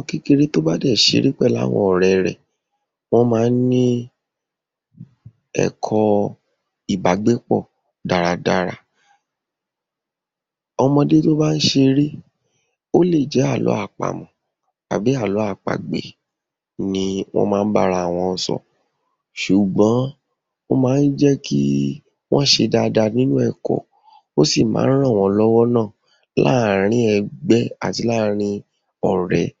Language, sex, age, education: Yoruba, female, 30-45, secondary